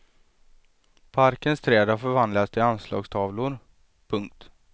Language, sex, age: Swedish, male, 23